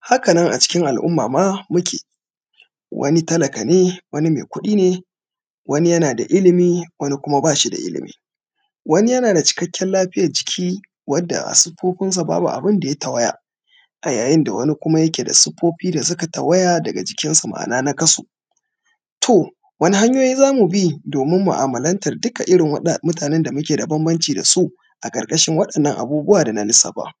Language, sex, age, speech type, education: Hausa, male, 30-45, spontaneous, tertiary